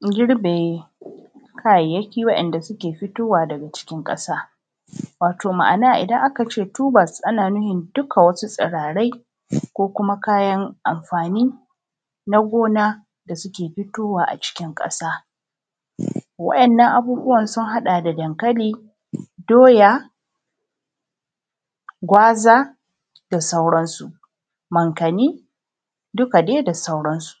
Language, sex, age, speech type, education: Hausa, female, 30-45, spontaneous, tertiary